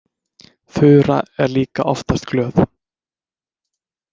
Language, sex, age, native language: Icelandic, male, 20-29, Icelandic